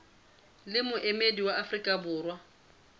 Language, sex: Southern Sotho, female